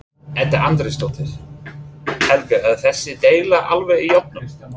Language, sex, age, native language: Icelandic, male, 30-39, English